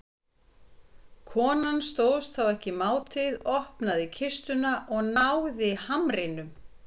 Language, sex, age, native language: Icelandic, female, 50-59, Icelandic